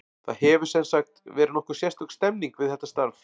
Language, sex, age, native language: Icelandic, male, 40-49, Icelandic